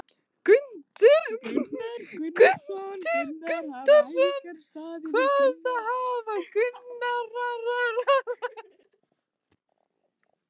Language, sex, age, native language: Icelandic, female, 15, Icelandic